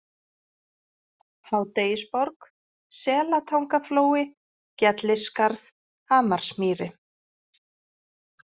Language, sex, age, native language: Icelandic, female, 40-49, Icelandic